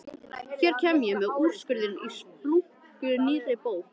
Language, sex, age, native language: Icelandic, male, 13, Icelandic